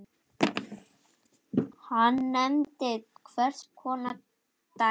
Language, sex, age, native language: Icelandic, male, 9, Icelandic